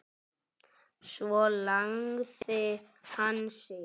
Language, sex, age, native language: Icelandic, male, 10, Icelandic